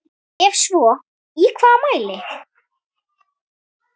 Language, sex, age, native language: Icelandic, female, 10, Icelandic